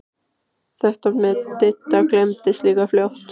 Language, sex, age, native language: Icelandic, female, 15, Icelandic